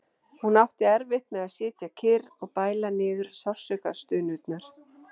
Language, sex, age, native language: Icelandic, female, 40-49, Icelandic